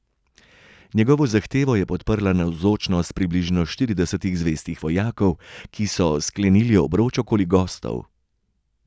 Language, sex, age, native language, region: Slovenian, male, 30-49, Slovenian, Gorenjska region